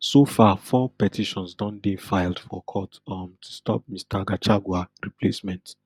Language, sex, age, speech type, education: Nigerian Pidgin, male, 30-45, spontaneous, tertiary